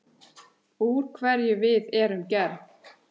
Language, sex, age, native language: Icelandic, male, 8, Icelandic